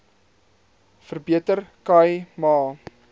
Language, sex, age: Afrikaans, male, 22